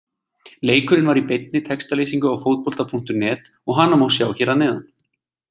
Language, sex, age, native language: Icelandic, male, 20-29, Icelandic